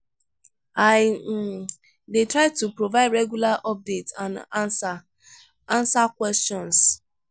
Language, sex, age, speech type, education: Nigerian Pidgin, female, 15-29, spontaneous, tertiary